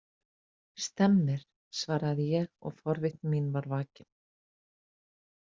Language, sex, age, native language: Icelandic, female, 50-59, Icelandic